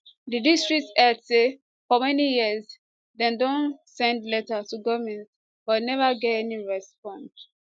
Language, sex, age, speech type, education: Nigerian Pidgin, female, 15-29, spontaneous, tertiary